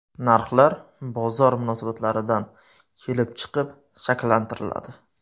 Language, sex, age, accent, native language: Uzbek, male, 25-34, Surxondaryo, Uzbek